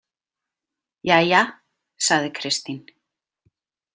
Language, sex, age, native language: Icelandic, female, 30-39, Icelandic